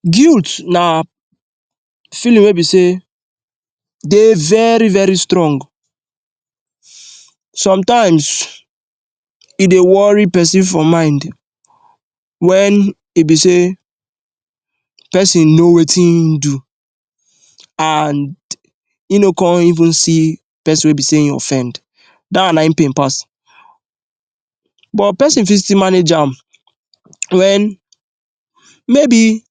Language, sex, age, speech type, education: Nigerian Pidgin, male, 15-29, spontaneous, tertiary